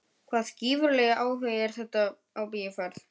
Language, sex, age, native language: Icelandic, male, 12, Icelandic